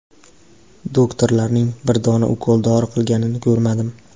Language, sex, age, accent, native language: Uzbek, male, 18-24, Farg'ona, Uzbek